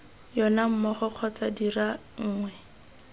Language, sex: Tswana, female